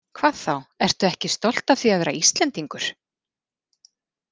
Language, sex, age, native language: Icelandic, female, 40-49, Icelandic